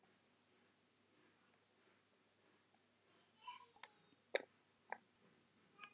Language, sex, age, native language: Icelandic, female, 11, Icelandic